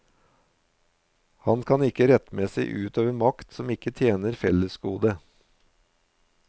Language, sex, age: Norwegian, male, 53